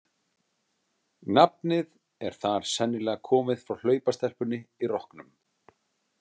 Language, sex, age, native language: Icelandic, male, 30-39, Icelandic